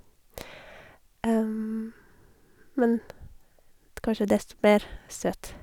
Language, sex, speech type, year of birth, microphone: Norwegian, female, spontaneous, 1982, Sennheiser